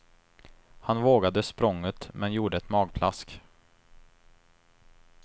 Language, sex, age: Swedish, male, 23